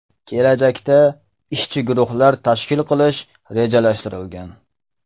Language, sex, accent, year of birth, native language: Uzbek, male, Farg'ona, 1995, Uzbek